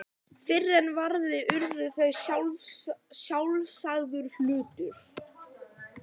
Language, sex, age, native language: Icelandic, female, 11, Icelandic